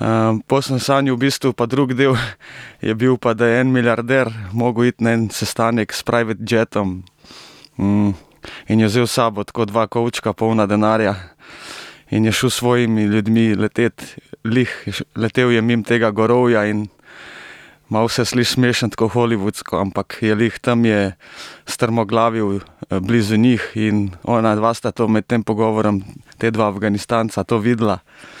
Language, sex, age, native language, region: Slovenian, male, 30-49, Slovenian, Primorsko-notranjska region